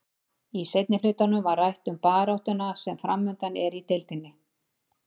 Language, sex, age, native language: Icelandic, female, 50-59, Icelandic